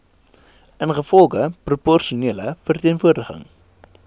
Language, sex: Afrikaans, male